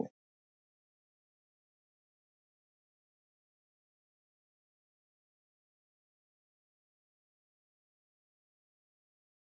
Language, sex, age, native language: Icelandic, male, 18-19, Icelandic